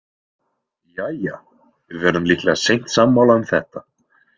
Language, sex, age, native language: Icelandic, male, 20-29, Icelandic